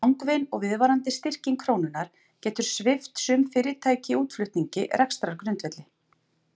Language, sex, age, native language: Icelandic, female, 40-49, Icelandic